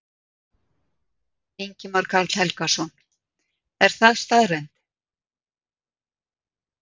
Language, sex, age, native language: Icelandic, female, 60-69, Icelandic